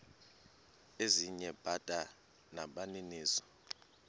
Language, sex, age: Xhosa, male, 19